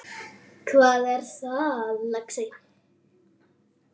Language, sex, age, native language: Icelandic, female, 10, Icelandic